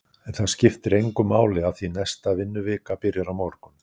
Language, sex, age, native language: Icelandic, male, 60-69, Icelandic